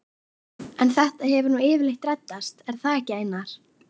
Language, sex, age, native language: Icelandic, female, 11, Icelandic